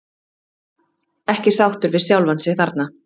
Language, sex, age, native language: Icelandic, female, 30-39, Icelandic